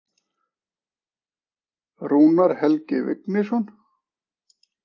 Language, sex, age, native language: Icelandic, male, 40-49, Icelandic